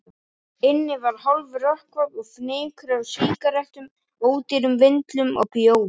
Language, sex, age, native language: Icelandic, female, 50-59, Icelandic